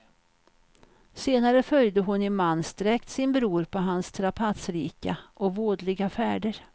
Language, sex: Swedish, female